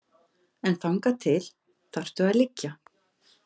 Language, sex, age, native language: Icelandic, female, 50-59, Icelandic